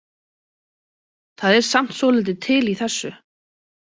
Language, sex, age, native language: Icelandic, female, 30-39, Icelandic